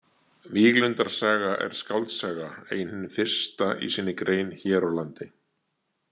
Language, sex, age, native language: Icelandic, male, 60-69, Icelandic